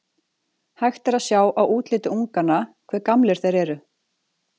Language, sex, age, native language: Icelandic, female, 40-49, Icelandic